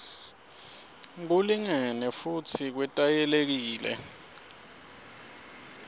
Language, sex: Swati, male